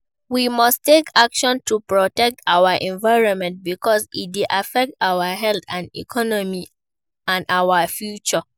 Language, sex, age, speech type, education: Nigerian Pidgin, female, 15-29, read, primary